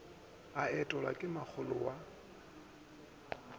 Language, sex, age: Northern Sotho, male, 24